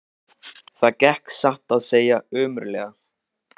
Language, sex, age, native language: Icelandic, male, 15, Icelandic